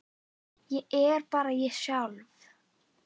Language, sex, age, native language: Icelandic, female, 9, Icelandic